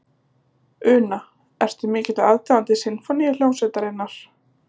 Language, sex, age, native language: Icelandic, female, 20-29, Icelandic